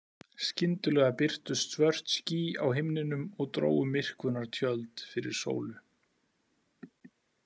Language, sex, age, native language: Icelandic, male, 40-49, Icelandic